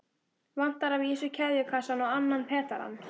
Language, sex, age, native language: Icelandic, female, 12, Icelandic